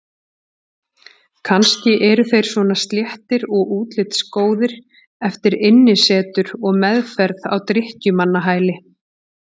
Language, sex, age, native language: Icelandic, female, 40-49, Icelandic